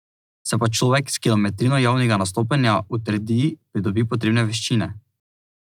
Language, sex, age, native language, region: Slovenian, male, 18-29, Slovenian, Drava region